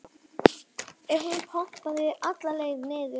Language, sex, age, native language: Icelandic, female, 11, Icelandic